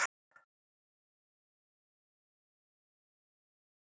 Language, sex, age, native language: Icelandic, male, 13, Icelandic